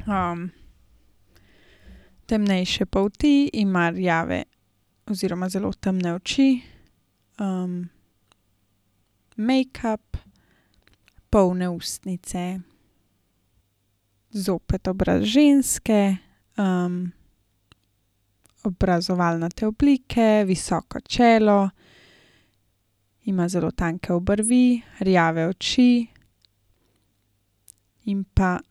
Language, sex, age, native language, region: Slovenian, female, 18-29, Slovenian, Gorenjska region